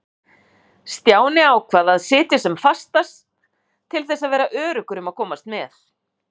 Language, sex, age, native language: Icelandic, female, 50-59, Icelandic